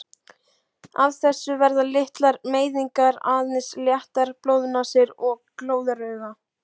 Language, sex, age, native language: Icelandic, male, 12, Icelandic